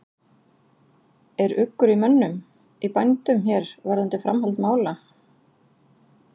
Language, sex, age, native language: Icelandic, female, 40-49, Icelandic